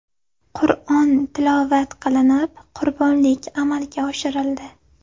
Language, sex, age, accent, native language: Uzbek, female, 18-24, Navoiy, Uzbek